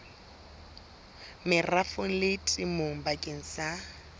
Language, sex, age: Southern Sotho, female, 22